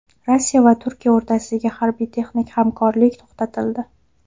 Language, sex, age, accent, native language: Uzbek, female, 19-29, Farg'ona, Uzbek